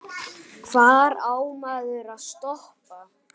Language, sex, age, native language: Icelandic, male, 8, Icelandic